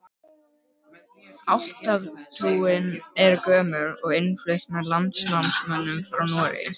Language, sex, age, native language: Icelandic, male, 12, Icelandic